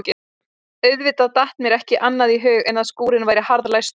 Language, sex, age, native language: Icelandic, female, 20-29, Icelandic